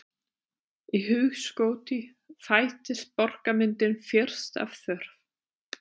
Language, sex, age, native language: Icelandic, female, 30-39, German